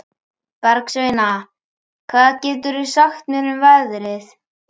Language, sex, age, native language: Icelandic, male, 11, Icelandic